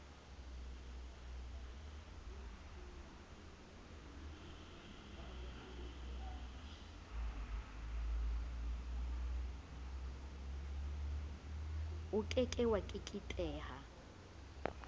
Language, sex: Southern Sotho, female